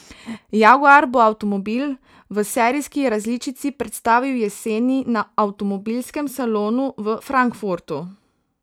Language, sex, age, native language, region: Slovenian, female, 18-29, Slovenian, Savinja region